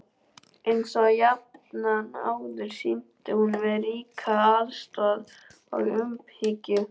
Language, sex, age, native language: Icelandic, male, 12, Icelandic